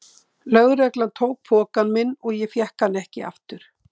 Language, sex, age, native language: Icelandic, female, 60-69, Icelandic